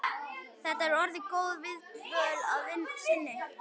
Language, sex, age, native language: Icelandic, male, 11, Icelandic